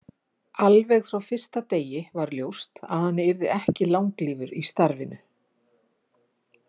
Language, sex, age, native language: Icelandic, female, 50-59, Icelandic